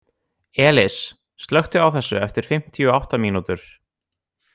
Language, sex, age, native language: Icelandic, other, 18-19, Icelandic